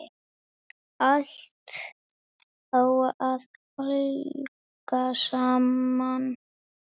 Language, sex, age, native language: Icelandic, female, 8, Icelandic